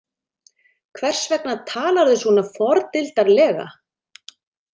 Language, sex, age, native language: Icelandic, female, 30-39, Icelandic